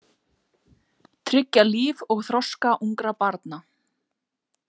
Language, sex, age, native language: Icelandic, female, 40-49, Icelandic